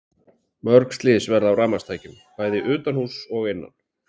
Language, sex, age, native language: Icelandic, male, 40-49, Icelandic